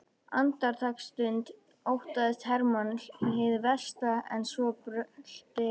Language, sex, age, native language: Icelandic, female, 13, Icelandic